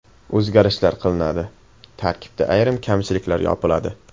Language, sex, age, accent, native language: Uzbek, male, 18-24, Qashqadaryo, Uzbek